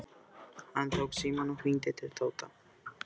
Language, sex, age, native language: Icelandic, male, 12, Icelandic